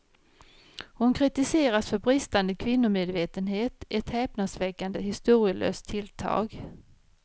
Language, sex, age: Swedish, female, 53